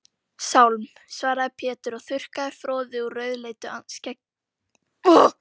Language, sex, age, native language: Icelandic, female, 12, Icelandic